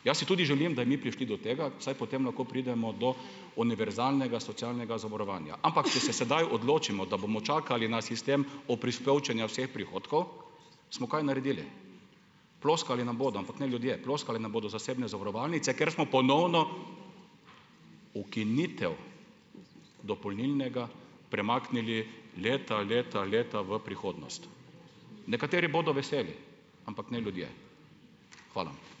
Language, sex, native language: Slovenian, male, Slovenian